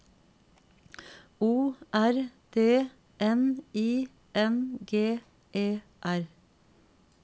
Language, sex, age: Norwegian, female, 50